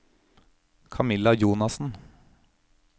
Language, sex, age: Norwegian, male, 31